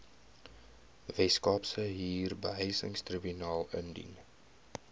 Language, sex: Afrikaans, male